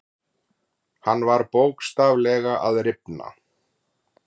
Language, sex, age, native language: Icelandic, male, 40-49, Icelandic